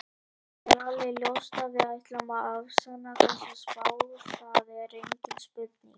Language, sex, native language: Icelandic, male, Icelandic